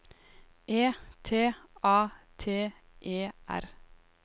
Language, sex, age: Norwegian, female, 18